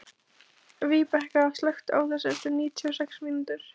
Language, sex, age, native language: Icelandic, female, 20-29, Icelandic